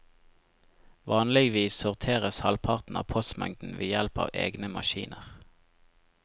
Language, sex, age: Norwegian, male, 25